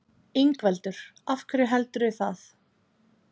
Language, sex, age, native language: Icelandic, female, 30-39, Icelandic